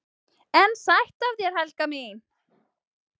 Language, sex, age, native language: Icelandic, female, 30-39, Icelandic